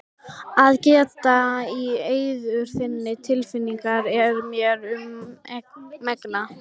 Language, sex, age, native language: Icelandic, female, 12, Icelandic